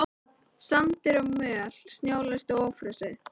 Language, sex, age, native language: Icelandic, female, 13, Icelandic